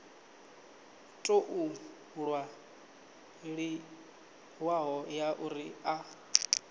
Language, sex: Venda, male